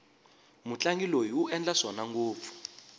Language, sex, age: Tsonga, male, 22